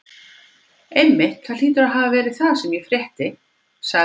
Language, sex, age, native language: Icelandic, female, 50-59, Icelandic